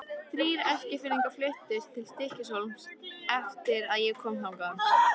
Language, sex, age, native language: Icelandic, female, 13, Icelandic